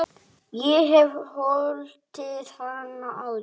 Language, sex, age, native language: Icelandic, male, 8, Icelandic